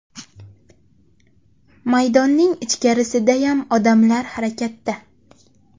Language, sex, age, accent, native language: Uzbek, female, 25-34, Qashqadaryo, Uzbek